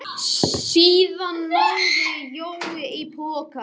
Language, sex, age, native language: Icelandic, male, 18-19, Icelandic